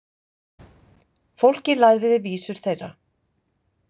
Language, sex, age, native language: Icelandic, female, 50-59, Icelandic